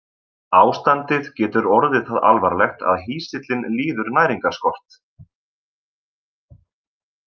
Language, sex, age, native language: Icelandic, male, 20-29, Icelandic